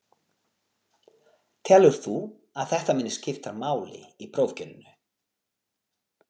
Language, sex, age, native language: Icelandic, male, 40-49, Portuguese